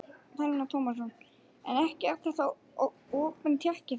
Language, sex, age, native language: Icelandic, male, 11, Icelandic